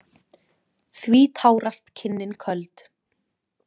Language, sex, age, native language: Icelandic, female, 20-29, Icelandic